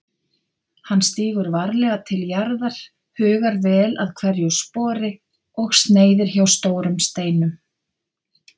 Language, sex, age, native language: Icelandic, female, 50-59, Icelandic